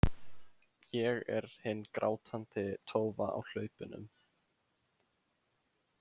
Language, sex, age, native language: Icelandic, male, 15, Icelandic